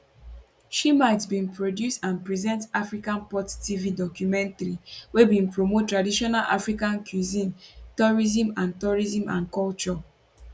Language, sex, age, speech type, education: Nigerian Pidgin, female, 15-29, spontaneous, tertiary